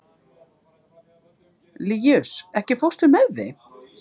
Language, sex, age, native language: Icelandic, female, 50-59, Icelandic